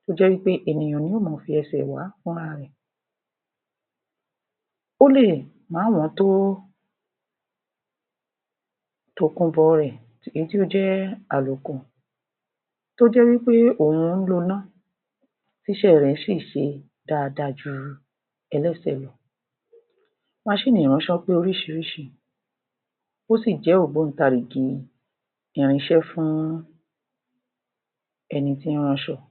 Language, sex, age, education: Yoruba, female, 60+, tertiary